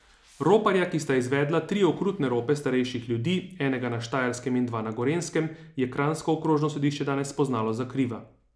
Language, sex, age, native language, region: Slovenian, male, 30-49, Slovenian, Savinja region